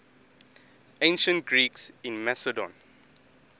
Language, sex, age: English, male, 20